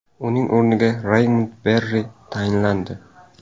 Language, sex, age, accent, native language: Uzbek, male, 18-24, Samarqand, Uzbek